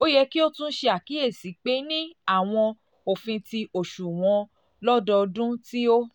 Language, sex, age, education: Yoruba, female, 30-45, tertiary